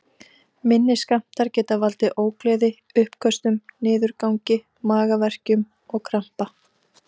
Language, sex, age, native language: Icelandic, female, 30-39, Icelandic